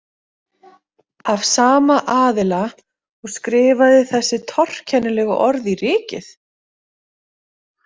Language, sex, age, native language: Icelandic, female, 30-39, Icelandic